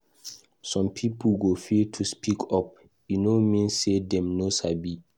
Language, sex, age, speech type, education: Nigerian Pidgin, male, 15-29, read, tertiary